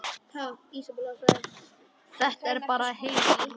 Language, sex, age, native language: Icelandic, male, 10, Icelandic